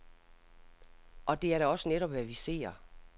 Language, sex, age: Danish, female, 60